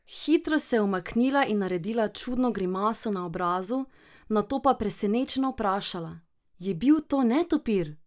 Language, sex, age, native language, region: Slovenian, female, 18-29, Slovenian, Drava region